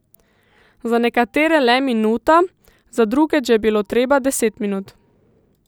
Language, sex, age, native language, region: Slovenian, female, 18-29, Slovenian, Central Slovenia